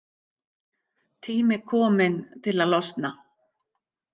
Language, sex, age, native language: Icelandic, female, 50-59, Icelandic